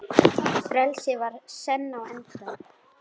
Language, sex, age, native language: Icelandic, female, 10, Icelandic